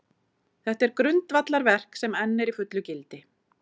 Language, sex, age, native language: Icelandic, female, 40-49, Icelandic